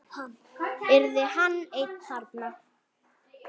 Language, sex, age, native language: Icelandic, female, 9, Icelandic